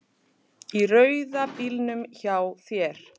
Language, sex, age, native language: Icelandic, male, 10, Icelandic